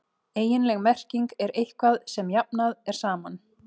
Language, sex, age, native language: Icelandic, female, 30-39, Icelandic